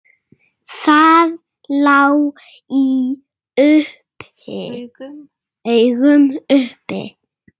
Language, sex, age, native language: Icelandic, female, 6, Russian